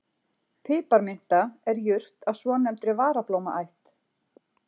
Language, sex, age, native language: Icelandic, female, 40-49, Icelandic